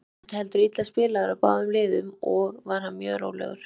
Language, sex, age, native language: Icelandic, female, 20-29, Icelandic